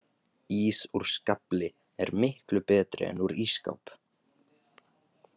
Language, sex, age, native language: Icelandic, male, 18-19, Icelandic